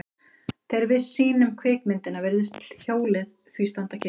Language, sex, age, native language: Icelandic, female, 20-29, Icelandic